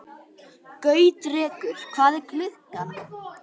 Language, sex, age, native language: Icelandic, female, 18-19, Icelandic